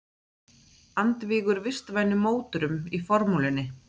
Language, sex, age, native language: Icelandic, female, 30-39, Icelandic